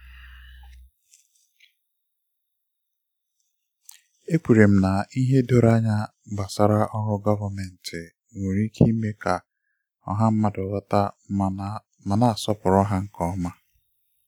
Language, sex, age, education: Igbo, male, 30-45, tertiary